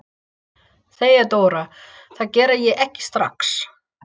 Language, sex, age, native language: Icelandic, female, 30-39, English